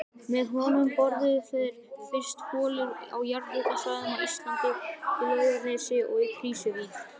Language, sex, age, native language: Icelandic, male, 18-19, Icelandic